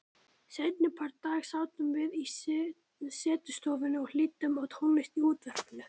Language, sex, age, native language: Icelandic, male, 18-19, Icelandic